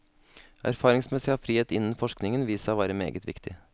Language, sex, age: Norwegian, male, 32